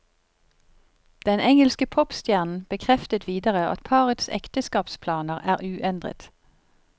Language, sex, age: Norwegian, female, 50